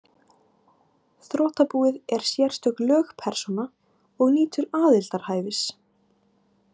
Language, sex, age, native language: Icelandic, female, 18-19, Icelandic